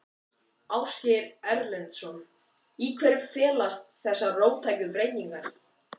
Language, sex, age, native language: Icelandic, male, 14, Icelandic